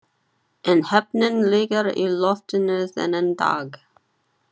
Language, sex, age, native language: Icelandic, female, 30-39, Chinese